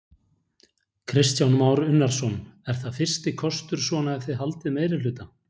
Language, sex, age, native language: Icelandic, male, 40-49, Icelandic